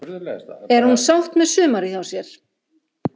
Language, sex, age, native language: Icelandic, female, 50-59, Icelandic